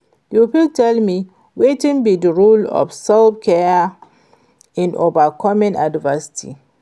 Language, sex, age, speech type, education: Nigerian Pidgin, female, 46-60, read, secondary